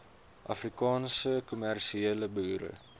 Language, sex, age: Afrikaans, male, 22